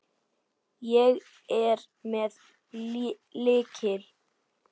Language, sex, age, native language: Icelandic, female, 9, Icelandic